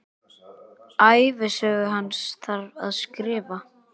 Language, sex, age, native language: Icelandic, male, 8, Icelandic